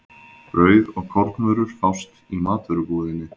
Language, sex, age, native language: Icelandic, male, 20-29, Icelandic